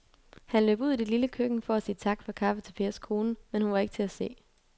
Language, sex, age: Danish, female, 22